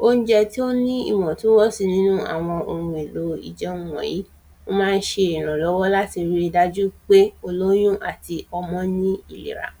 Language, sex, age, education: Yoruba, female, 30-45, primary